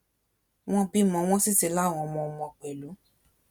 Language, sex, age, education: Yoruba, female, 15-29, tertiary